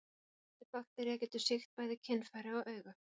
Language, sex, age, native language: Icelandic, female, 40-49, Icelandic